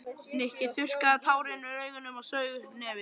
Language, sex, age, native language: Icelandic, male, 11, Icelandic